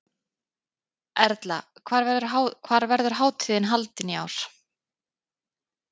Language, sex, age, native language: Icelandic, female, 30-39, Icelandic